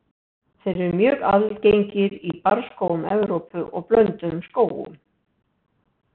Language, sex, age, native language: Icelandic, female, 60-69, Icelandic